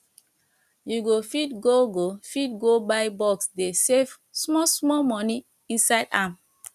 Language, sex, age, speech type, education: Nigerian Pidgin, female, 30-45, spontaneous, tertiary